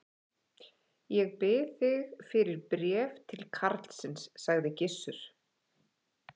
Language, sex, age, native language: Icelandic, female, 11, Icelandic